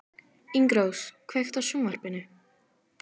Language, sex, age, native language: Icelandic, female, 12, Icelandic